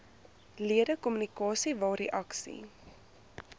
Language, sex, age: Afrikaans, female, 23